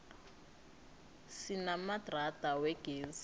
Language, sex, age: South Ndebele, female, 19